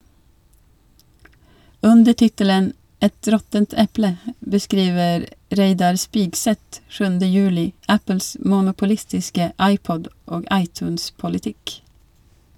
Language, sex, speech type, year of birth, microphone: Norwegian, female, read, 1982, Shure